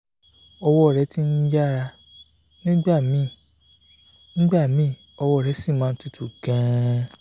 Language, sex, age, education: Yoruba, male, 15-29, tertiary